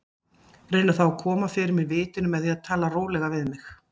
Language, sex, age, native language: Icelandic, female, 40-49, Icelandic